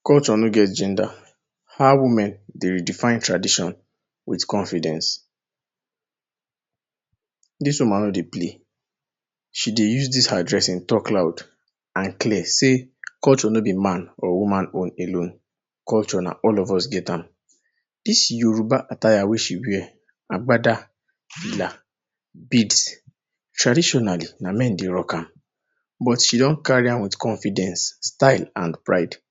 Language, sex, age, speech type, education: Nigerian Pidgin, male, 30-45, spontaneous, tertiary